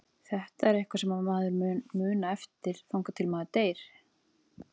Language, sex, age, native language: Icelandic, female, 30-39, Icelandic